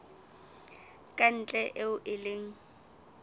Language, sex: Southern Sotho, female